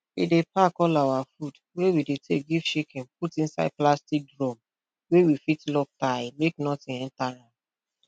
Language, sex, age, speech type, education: Nigerian Pidgin, female, 30-45, spontaneous, tertiary